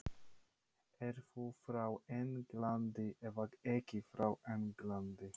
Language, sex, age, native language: Icelandic, male, 30-39, Polish